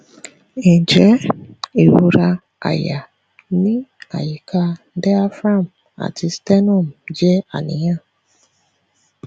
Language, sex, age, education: Yoruba, female, 15-29, tertiary